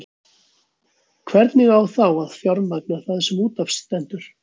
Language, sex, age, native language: Icelandic, male, 40-49, Icelandic